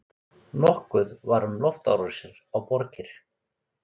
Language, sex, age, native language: Icelandic, male, 40-49, Icelandic